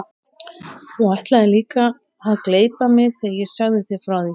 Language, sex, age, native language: Icelandic, female, 18-19, Icelandic